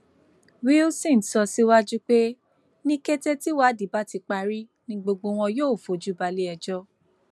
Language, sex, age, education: Yoruba, female, 15-29, tertiary